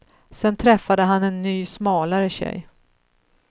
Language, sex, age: Swedish, female, 35